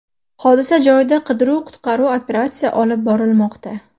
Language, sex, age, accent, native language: Uzbek, female, 18-24, Namangan, Uzbek